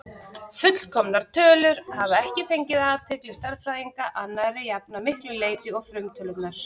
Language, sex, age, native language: Icelandic, female, 30-39, Icelandic